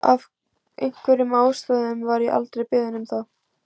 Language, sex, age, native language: Icelandic, female, 18-19, Icelandic